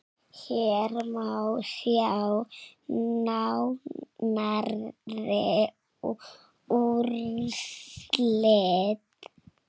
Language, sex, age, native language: Icelandic, female, 6, Icelandic